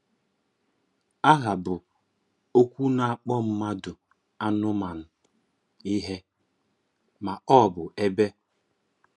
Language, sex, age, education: Igbo, male, 15-29, tertiary